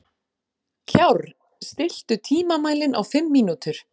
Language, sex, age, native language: Icelandic, female, 40-49, Icelandic